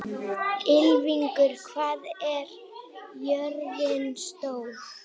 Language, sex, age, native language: Icelandic, female, 18-19, Icelandic